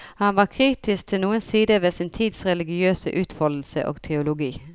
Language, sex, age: Norwegian, female, 40